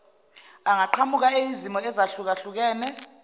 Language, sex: Zulu, female